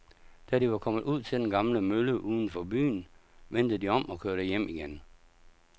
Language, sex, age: Danish, male, 57